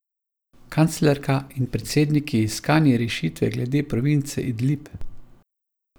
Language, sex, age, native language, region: Slovenian, male, 50-59, Slovenian, Savinja region